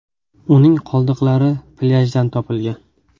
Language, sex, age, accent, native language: Uzbek, male, 18-24, Toshkent viloyati, Uzbek